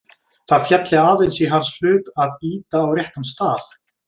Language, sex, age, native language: Icelandic, male, 20-29, Icelandic